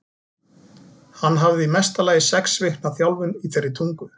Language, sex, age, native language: Icelandic, male, 40-49, Icelandic